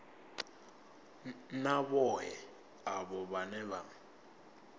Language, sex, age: Venda, male, 24